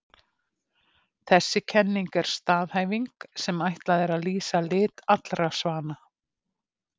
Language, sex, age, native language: Icelandic, female, 50-59, Icelandic